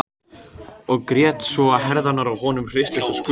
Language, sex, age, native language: Icelandic, male, 14, Icelandic